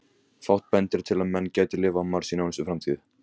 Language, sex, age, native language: Icelandic, male, 18-19, Icelandic